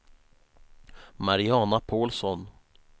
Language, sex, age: Swedish, male, 19